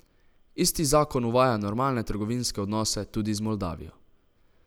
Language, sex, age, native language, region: Slovenian, male, 18-29, Slovenian, Savinja region